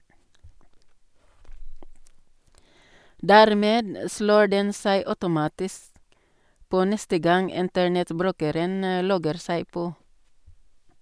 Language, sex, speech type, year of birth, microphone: Norwegian, female, read, 1962, Sennheiser